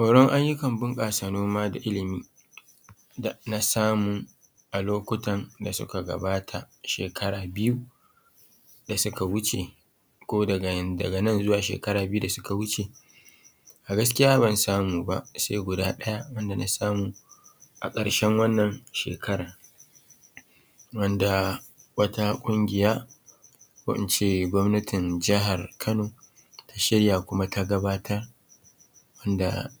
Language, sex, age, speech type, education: Hausa, male, 30-45, spontaneous, tertiary